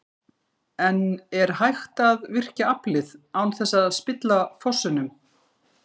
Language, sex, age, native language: Icelandic, female, 50-59, Icelandic